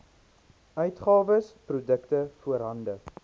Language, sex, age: Afrikaans, male, 19